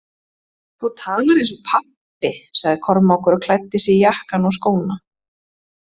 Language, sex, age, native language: Icelandic, female, 20-29, Icelandic